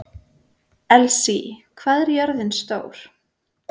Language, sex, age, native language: Icelandic, female, 20-29, Icelandic